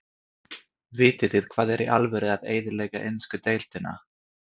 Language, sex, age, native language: Icelandic, male, 30-39, Swedish